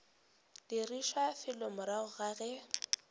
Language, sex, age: Northern Sotho, female, 18